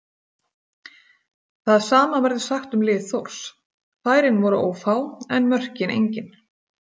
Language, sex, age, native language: Icelandic, female, 40-49, Icelandic